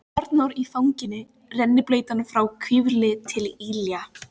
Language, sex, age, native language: Icelandic, female, 14, Filipino